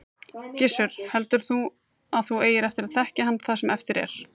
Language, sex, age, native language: Icelandic, female, 30-39, Icelandic